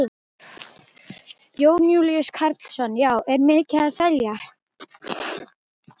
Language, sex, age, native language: Icelandic, female, 12, Icelandic